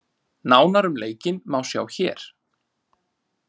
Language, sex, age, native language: Icelandic, male, 30-39, Icelandic